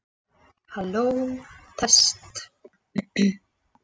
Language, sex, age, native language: Icelandic, female, 20-29, Icelandic